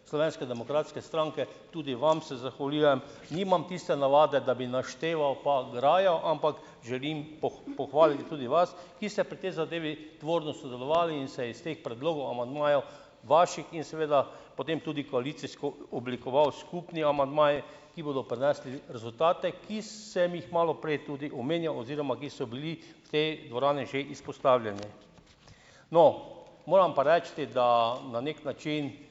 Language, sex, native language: Slovenian, male, Slovenian